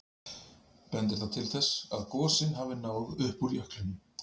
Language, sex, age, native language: Icelandic, male, 40-49, Icelandic